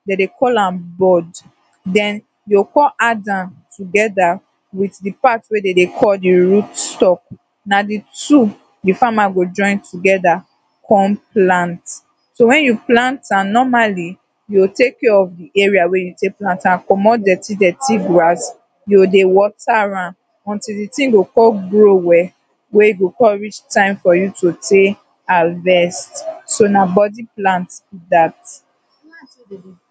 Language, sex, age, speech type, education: Nigerian Pidgin, female, 15-29, spontaneous, tertiary